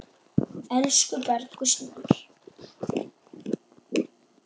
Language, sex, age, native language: Icelandic, male, 8, Icelandic